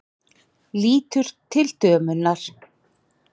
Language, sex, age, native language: Icelandic, male, 40-49, Icelandic